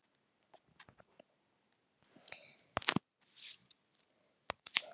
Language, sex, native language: Icelandic, male, Chinese